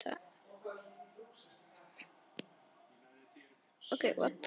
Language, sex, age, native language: Icelandic, female, 10, Icelandic